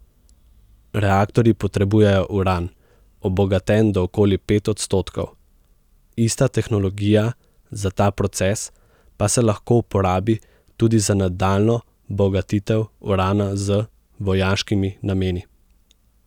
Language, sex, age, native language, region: Slovenian, male, 18-29, Slovenian, Central Slovenia